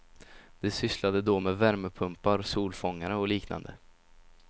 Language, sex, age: Swedish, male, 17